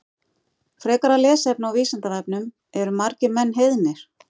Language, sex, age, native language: Icelandic, female, 50-59, Icelandic